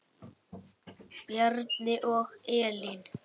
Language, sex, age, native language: Icelandic, male, 9, Icelandic